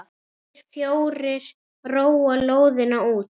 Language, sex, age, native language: Icelandic, female, 9, Icelandic